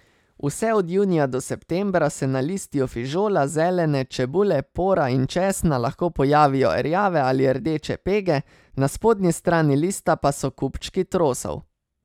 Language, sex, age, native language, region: Slovenian, male, 30-49, Slovenian, Savinja region